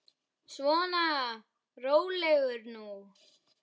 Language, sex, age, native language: Icelandic, female, 10, Icelandic